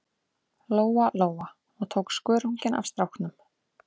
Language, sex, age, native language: Icelandic, female, 30-39, Icelandic